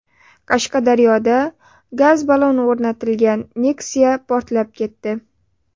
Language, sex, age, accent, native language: Uzbek, female, 18-24, Sirdaryo, Uzbek